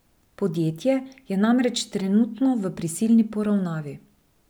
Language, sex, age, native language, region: Slovenian, female, 30-49, Slovenian, Drava region